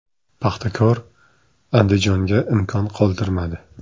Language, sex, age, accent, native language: Uzbek, male, 25-34, Jizzax, Uzbek